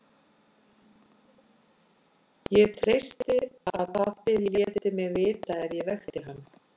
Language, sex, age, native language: Icelandic, female, 50-59, Icelandic